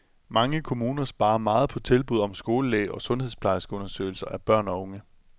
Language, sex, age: Danish, male, 27